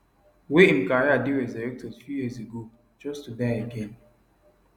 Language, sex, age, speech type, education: Nigerian Pidgin, male, 15-29, spontaneous, tertiary